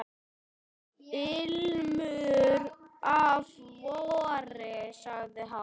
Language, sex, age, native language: Icelandic, male, 8, Icelandic